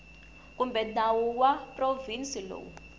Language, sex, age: Tsonga, female, 21